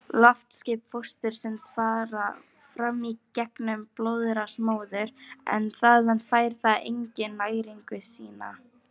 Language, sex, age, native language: Icelandic, female, 18-19, Icelandic